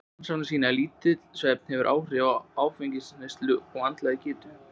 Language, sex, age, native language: Icelandic, male, 20-29, Icelandic